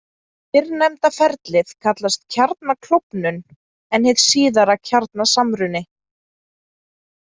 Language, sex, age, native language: Icelandic, female, 20-29, Icelandic